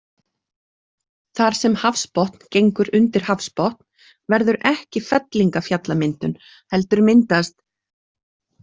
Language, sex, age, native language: Icelandic, female, 40-49, Icelandic